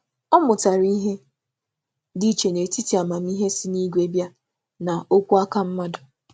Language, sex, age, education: Igbo, female, 30-45, tertiary